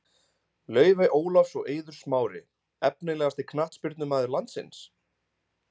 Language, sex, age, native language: Icelandic, male, 20-29, Icelandic